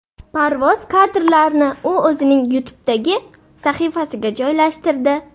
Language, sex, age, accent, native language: Uzbek, female, 12-17, Buxoro, Uzbek